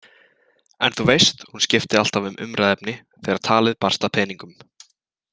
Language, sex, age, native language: Icelandic, male, 20-29, Icelandic